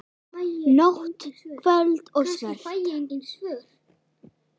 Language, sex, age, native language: Icelandic, female, 9, Icelandic